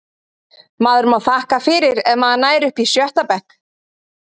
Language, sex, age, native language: Icelandic, female, 30-39, Icelandic